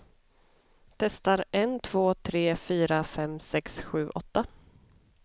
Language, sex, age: Swedish, female, 25